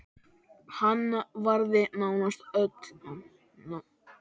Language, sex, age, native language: Icelandic, male, 10, Icelandic